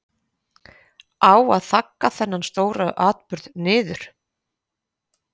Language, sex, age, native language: Icelandic, female, 50-59, Icelandic